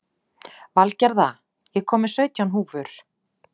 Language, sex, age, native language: Icelandic, female, 40-49, Icelandic